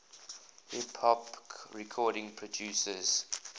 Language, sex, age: English, male, 20